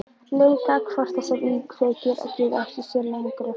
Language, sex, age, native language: Icelandic, female, 11, Icelandic